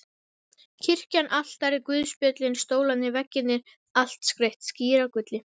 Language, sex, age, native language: Icelandic, female, 12, Icelandic